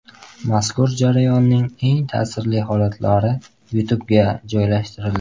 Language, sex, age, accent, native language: Uzbek, male, 18-24, Qashqadaryo, Uzbek